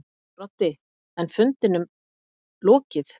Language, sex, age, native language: Icelandic, female, 50-59, Icelandic